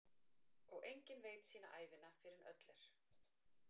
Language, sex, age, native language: Icelandic, female, 40-49, Icelandic